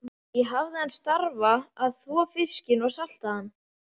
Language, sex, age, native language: Icelandic, male, 11, Icelandic